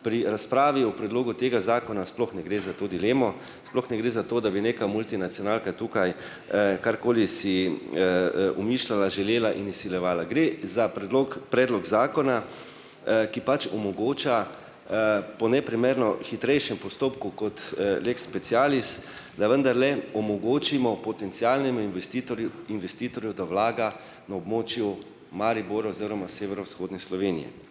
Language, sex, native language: Slovenian, male, Slovenian